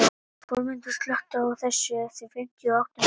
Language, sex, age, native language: Icelandic, male, 18-19, Icelandic